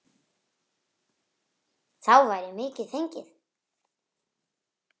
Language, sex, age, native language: Icelandic, female, 9, Icelandic